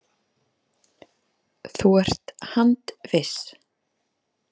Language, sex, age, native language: Icelandic, female, 30-39, Icelandic